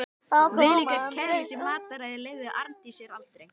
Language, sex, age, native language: Icelandic, male, 12, Icelandic